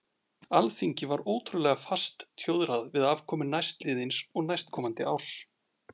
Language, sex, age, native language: Icelandic, male, 40-49, Icelandic